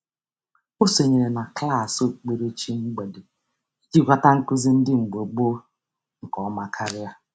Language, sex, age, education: Igbo, female, 30-45, tertiary